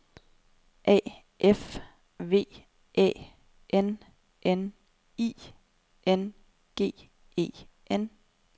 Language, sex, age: Danish, female, 30